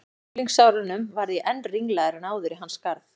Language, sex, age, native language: Icelandic, female, 14, Icelandic